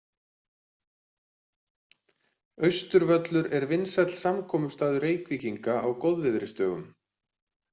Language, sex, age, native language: Icelandic, male, 20-29, Icelandic